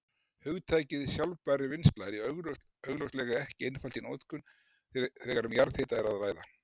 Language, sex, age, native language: Icelandic, male, 60-69, Icelandic